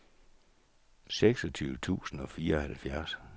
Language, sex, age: Danish, male, 64